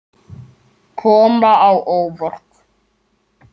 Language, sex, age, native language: Icelandic, male, 7, Icelandic